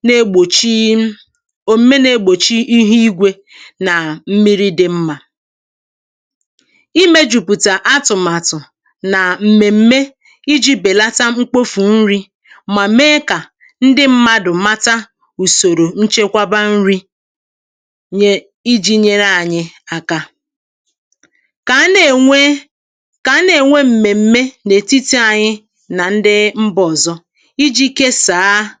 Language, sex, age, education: Igbo, female, 30-45, tertiary